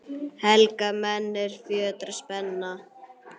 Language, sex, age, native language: Icelandic, male, 9, Icelandic